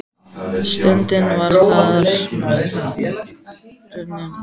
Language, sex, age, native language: Icelandic, female, 14, Icelandic